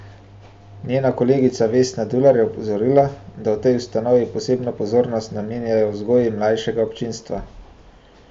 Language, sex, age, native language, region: Slovenian, male, 18-29, Slovenian, Central Slovenia